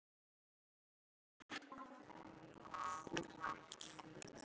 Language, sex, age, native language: Icelandic, male, 13, Icelandic